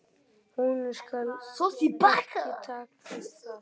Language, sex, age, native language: Icelandic, male, 9, Icelandic